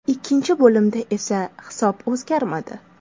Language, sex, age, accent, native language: Uzbek, female, 18-24, Toshkent shahri, Uzbek